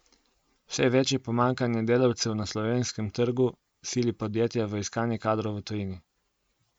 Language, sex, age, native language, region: Slovenian, male, 18-29, Slovenian, Coastal Karst region